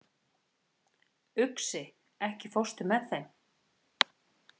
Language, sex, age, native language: Icelandic, female, 30-39, Icelandic